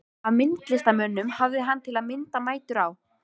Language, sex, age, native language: Icelandic, male, 13, Icelandic